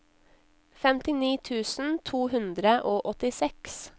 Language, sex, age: Norwegian, female, 19